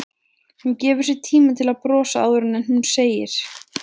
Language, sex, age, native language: Icelandic, female, 20-29, Icelandic